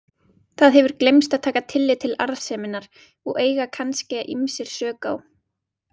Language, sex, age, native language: Icelandic, female, 20-29, Icelandic